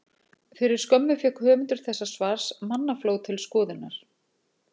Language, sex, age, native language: Icelandic, female, 40-49, Icelandic